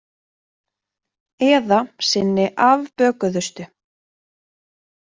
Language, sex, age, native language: Icelandic, female, 20-29, Icelandic